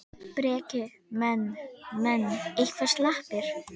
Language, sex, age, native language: Icelandic, female, 10, Icelandic